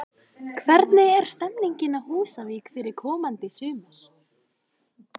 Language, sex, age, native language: Icelandic, female, 14, Icelandic